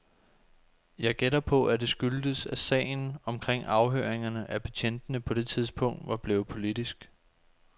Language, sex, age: Danish, male, 24